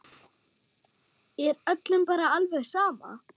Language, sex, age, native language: Icelandic, male, 6, German